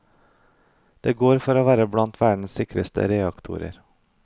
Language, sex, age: Norwegian, male, 32